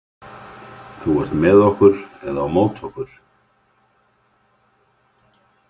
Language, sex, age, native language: Icelandic, male, 50-59, Icelandic